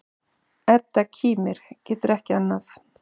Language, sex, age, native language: Icelandic, male, 6, Icelandic